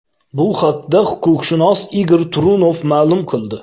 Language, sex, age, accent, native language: Uzbek, male, 25-34, Xorazm, Uzbek